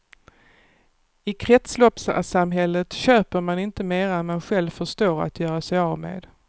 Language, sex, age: Swedish, female, 48